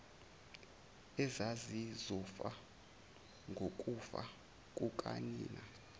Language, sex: Zulu, male